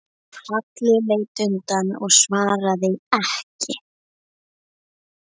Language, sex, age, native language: Icelandic, female, 11, Icelandic